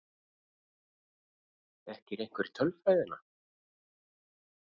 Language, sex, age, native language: Icelandic, male, 50-59, Icelandic